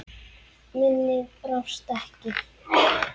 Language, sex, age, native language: Icelandic, female, 10, Icelandic